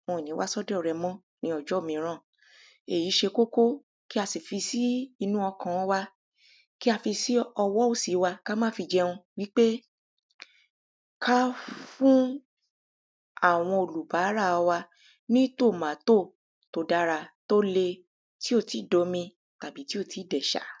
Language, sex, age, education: Yoruba, female, 30-45, primary